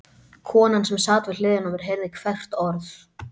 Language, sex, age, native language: Icelandic, male, 12, Icelandic